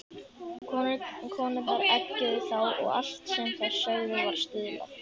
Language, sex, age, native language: Icelandic, male, 11, Icelandic